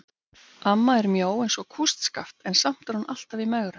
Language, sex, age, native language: Icelandic, female, 50-59, Icelandic